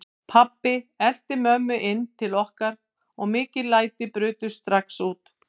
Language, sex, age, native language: Icelandic, female, 50-59, Icelandic